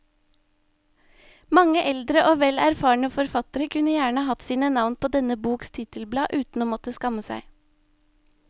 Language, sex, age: Norwegian, female, 25